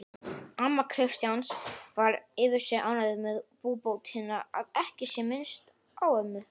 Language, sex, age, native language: Icelandic, male, 18-19, Icelandic